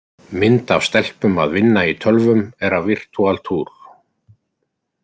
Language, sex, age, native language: Icelandic, male, 50-59, Icelandic